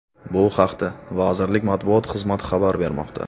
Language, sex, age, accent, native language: Uzbek, male, 25-34, Navoiy, Uzbek